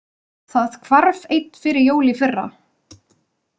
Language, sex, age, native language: Icelandic, female, 20-29, Icelandic